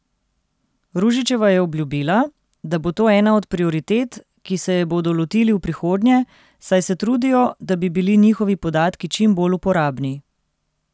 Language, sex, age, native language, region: Slovenian, female, 30-49, Slovenian, Central Slovenia